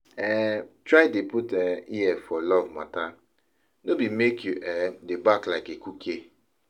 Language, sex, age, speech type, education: Nigerian Pidgin, male, 30-45, spontaneous, tertiary